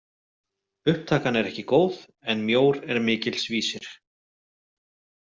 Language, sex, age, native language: Icelandic, male, 40-49, Icelandic